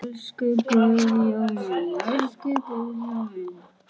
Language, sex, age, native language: Icelandic, male, 9, Icelandic